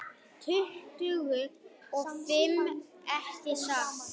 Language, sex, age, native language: Icelandic, male, 9, Icelandic